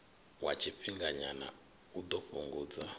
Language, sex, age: Venda, male, 39